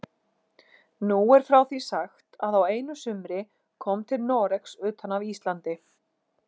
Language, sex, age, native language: Icelandic, female, 40-49, Icelandic